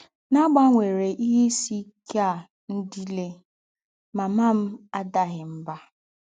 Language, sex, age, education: Igbo, female, 15-29, tertiary